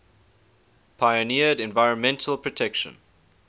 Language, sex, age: English, male, 19